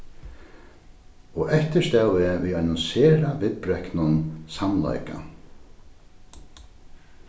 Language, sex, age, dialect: Faroese, male, 36-60, Norðurstreymoy/Eysturoy